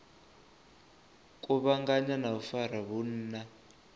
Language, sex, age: Venda, male, 24